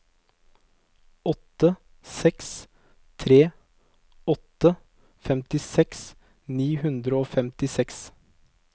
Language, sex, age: Norwegian, male, 22